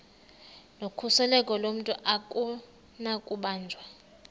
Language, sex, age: Xhosa, male, 19